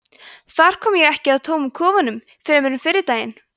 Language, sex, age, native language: Icelandic, female, 20-29, Icelandic